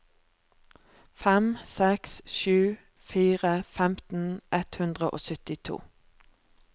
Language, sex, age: Norwegian, female, 36